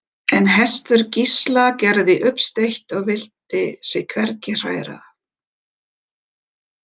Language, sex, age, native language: Icelandic, female, 50-59, German